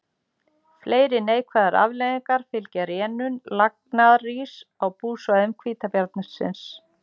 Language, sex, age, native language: Icelandic, female, 40-49, Icelandic